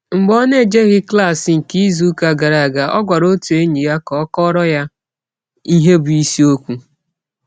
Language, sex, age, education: Igbo, female, 30-45, tertiary